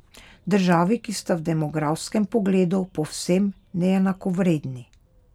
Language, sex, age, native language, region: Slovenian, female, 30-49, Slovenian, Pomurje region